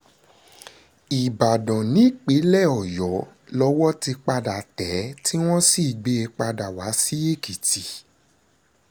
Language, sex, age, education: Yoruba, male, 30-45, secondary